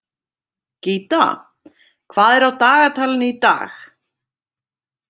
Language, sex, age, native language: Icelandic, female, 30-39, Icelandic